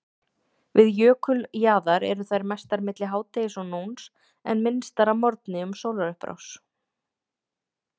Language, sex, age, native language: Icelandic, female, 30-39, Icelandic